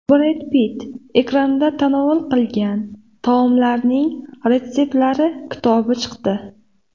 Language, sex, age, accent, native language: Uzbek, female, 18-24, Namangan, Uzbek